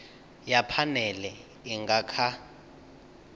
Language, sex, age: Venda, male, 19